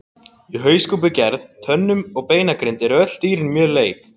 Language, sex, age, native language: Icelandic, other, 18-19, Icelandic